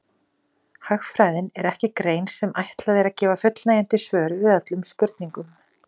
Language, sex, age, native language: Icelandic, female, 40-49, Icelandic